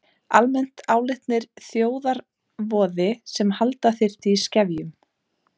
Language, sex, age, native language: Icelandic, female, 30-39, Icelandic